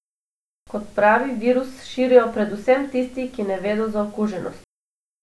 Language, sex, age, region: Slovenian, female, 18-29, Abroad